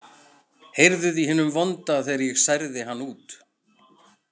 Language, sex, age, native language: Icelandic, male, 40-49, Icelandic